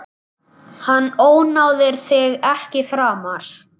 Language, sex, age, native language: Icelandic, male, 10, Icelandic